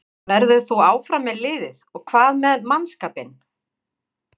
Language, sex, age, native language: Icelandic, female, 50-59, Icelandic